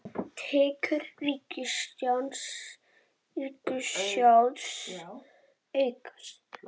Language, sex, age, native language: Icelandic, female, 21, Icelandic